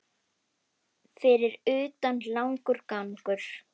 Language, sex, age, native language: Icelandic, female, 10, Icelandic